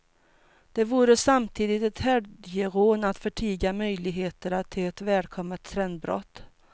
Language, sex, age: Swedish, female, 42